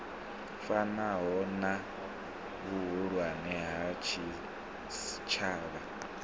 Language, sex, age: Venda, male, 26